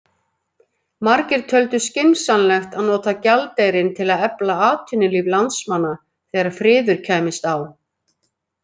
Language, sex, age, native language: Icelandic, female, 50-59, Icelandic